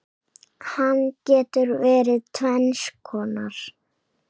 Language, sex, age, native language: Icelandic, male, 7, Icelandic